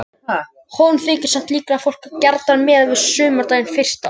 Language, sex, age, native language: Icelandic, female, 60-69, Icelandic